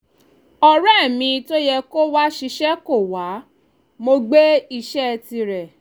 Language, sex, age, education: Yoruba, female, 30-45, tertiary